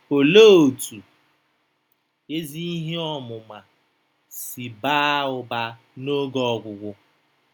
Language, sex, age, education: Igbo, male, 30-45, tertiary